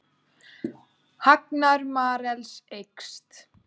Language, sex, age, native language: Icelandic, female, 18-19, Icelandic